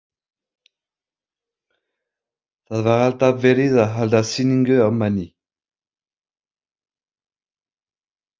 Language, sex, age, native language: Icelandic, male, 50-59, French